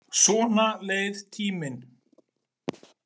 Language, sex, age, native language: Icelandic, male, 40-49, Icelandic